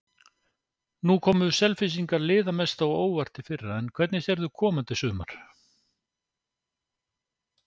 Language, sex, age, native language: Icelandic, male, 60-69, Icelandic